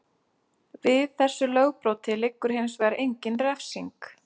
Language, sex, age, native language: Icelandic, female, 30-39, Icelandic